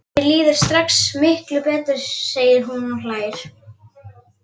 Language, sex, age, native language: Icelandic, female, 11, Icelandic